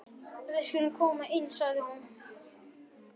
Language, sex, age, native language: Icelandic, male, 11, Icelandic